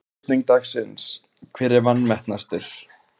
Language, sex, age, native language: Icelandic, male, 18-19, Icelandic